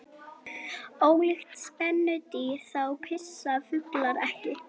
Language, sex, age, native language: Icelandic, female, 18-19, Icelandic